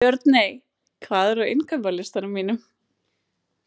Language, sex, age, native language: Icelandic, female, 20-29, Icelandic